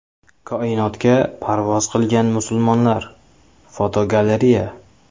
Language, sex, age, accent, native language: Uzbek, male, 25-34, Samarqand, Uzbek